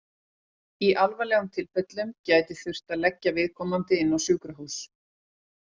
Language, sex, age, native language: Icelandic, female, 40-49, Icelandic